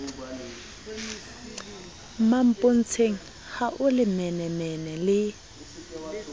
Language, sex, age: Southern Sotho, female, 30